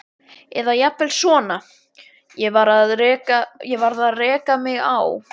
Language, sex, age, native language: Icelandic, male, 12, Icelandic